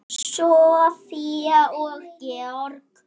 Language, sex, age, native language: Icelandic, male, 7, Icelandic